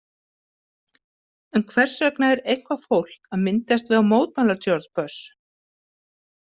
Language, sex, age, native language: Icelandic, female, 50-59, Icelandic